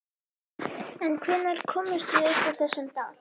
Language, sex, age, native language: Icelandic, female, 11, Icelandic